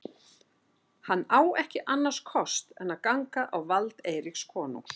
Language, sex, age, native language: Icelandic, female, 60-69, Icelandic